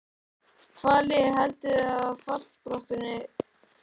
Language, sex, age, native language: Icelandic, male, 11, Icelandic